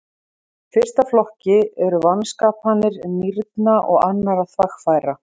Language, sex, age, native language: Icelandic, female, 30-39, Icelandic